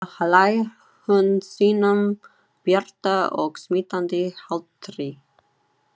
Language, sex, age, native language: Icelandic, female, 30-39, Chinese